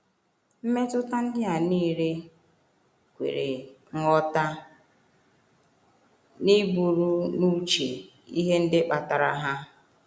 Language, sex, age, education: Igbo, female, 30-45, tertiary